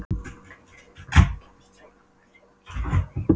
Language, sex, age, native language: Icelandic, female, 12, Polish